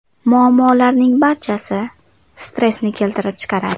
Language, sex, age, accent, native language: Uzbek, female, 12-17, Farg'ona, Uzbek